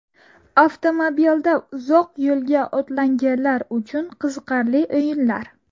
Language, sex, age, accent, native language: Uzbek, female, 18-24, Buxoro, Uzbek